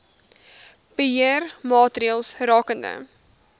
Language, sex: Afrikaans, female